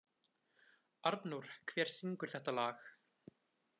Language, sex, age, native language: Icelandic, male, 20-29, Icelandic